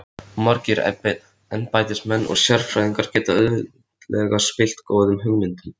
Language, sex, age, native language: Icelandic, male, 13, Icelandic